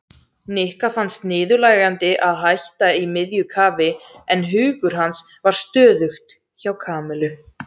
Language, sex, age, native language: Icelandic, female, 17, Icelandic